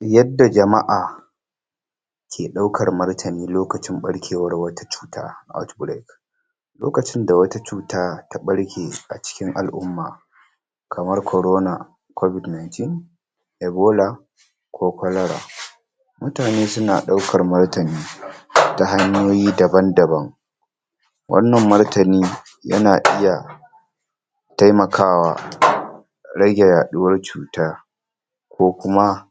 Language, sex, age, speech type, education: Hausa, male, 46-60, spontaneous, tertiary